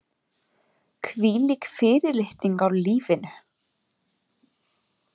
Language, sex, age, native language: Icelandic, female, 30-39, Icelandic